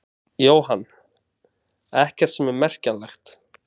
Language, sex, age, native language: Icelandic, male, 20-29, Icelandic